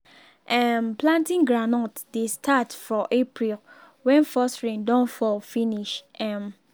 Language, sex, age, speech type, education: Nigerian Pidgin, female, 15-29, spontaneous, secondary